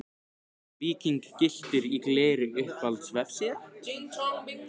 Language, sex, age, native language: Icelandic, male, 15, Icelandic